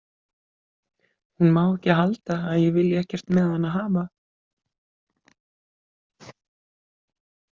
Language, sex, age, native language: Icelandic, female, 50-59, Icelandic